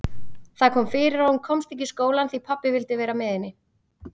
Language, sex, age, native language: Icelandic, female, 30-39, Icelandic